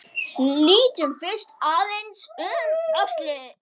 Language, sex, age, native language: Icelandic, male, 9, Icelandic